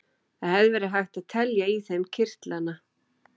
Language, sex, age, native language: Icelandic, female, 12, Icelandic